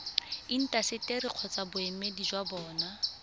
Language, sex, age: Tswana, female, 20